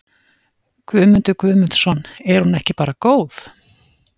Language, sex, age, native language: Icelandic, female, 40-49, Icelandic